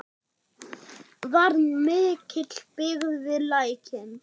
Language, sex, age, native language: Icelandic, female, 8, German